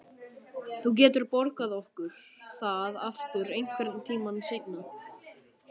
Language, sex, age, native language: Icelandic, male, 14, Icelandic